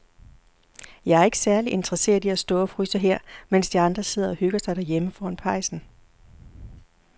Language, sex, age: Danish, female, 40